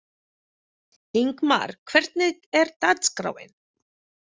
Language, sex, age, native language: Icelandic, female, 40-49, Filipino